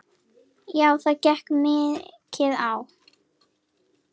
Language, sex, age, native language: Icelandic, female, 10, Icelandic